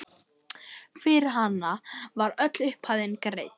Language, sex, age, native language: Icelandic, male, 11, Icelandic